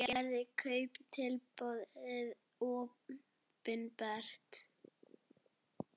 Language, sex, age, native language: Icelandic, female, 40-49, Icelandic